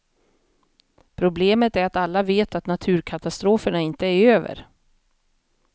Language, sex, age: Swedish, female, 50